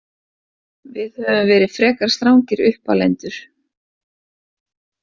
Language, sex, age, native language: Icelandic, female, 40-49, Icelandic